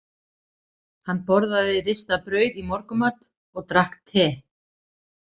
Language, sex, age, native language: Icelandic, female, 40-49, Icelandic